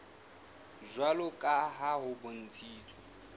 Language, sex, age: Southern Sotho, male, 18